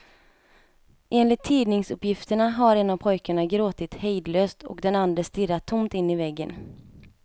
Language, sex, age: Swedish, female, 27